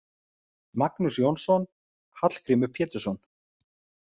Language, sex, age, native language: Icelandic, male, 30-39, Icelandic